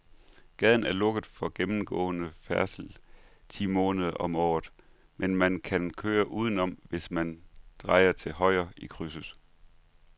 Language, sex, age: Danish, male, 39